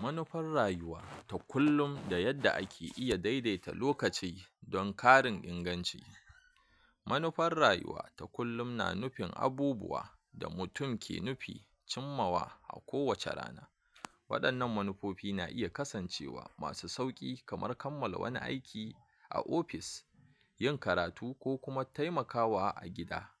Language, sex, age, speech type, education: Hausa, male, 46-60, spontaneous, tertiary